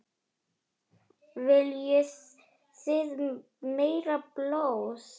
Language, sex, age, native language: Icelandic, female, 10, Icelandic